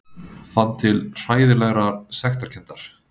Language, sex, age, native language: Icelandic, male, 30-39, Icelandic